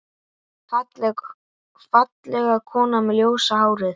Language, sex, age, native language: Icelandic, male, 8, Icelandic